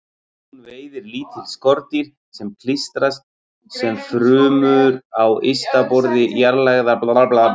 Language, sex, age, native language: Icelandic, male, 40-49, Icelandic